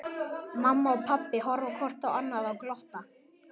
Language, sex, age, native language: Icelandic, male, 11, Icelandic